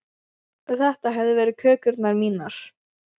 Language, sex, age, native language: Icelandic, female, 12, Icelandic